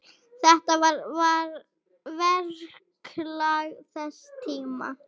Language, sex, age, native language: Icelandic, female, 7, Icelandic